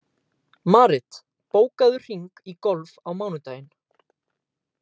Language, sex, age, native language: Icelandic, male, 18-19, Icelandic